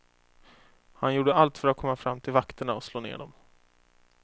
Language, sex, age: Swedish, male, 24